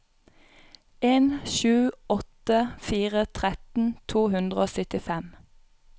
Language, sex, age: Norwegian, female, 31